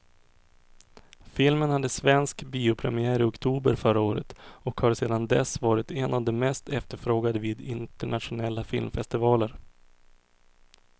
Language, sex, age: Swedish, male, 24